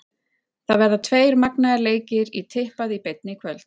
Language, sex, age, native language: Icelandic, female, 40-49, Icelandic